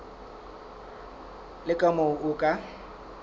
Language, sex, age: Southern Sotho, male, 23